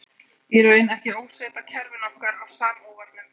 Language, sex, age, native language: Icelandic, male, 12, Icelandic